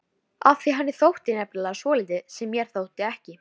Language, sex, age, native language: Icelandic, female, 13, Icelandic